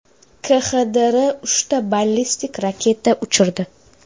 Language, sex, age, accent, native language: Uzbek, female, 18-24, Toshkent shahri, Uzbek